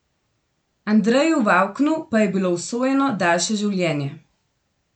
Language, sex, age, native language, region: Slovenian, female, 18-29, Slovenian, Gorenjska region